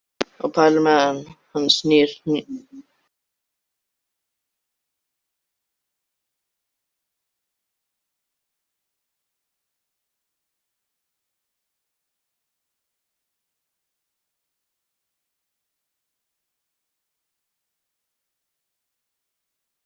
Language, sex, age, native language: Icelandic, male, 13, Icelandic